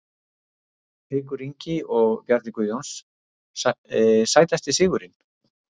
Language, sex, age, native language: Icelandic, male, 60-69, Icelandic